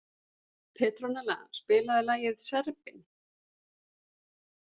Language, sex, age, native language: Icelandic, female, 40-49, Icelandic